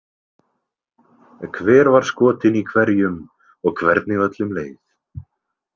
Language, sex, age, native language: Icelandic, male, 20-29, Icelandic